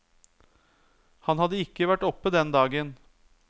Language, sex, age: Norwegian, male, 30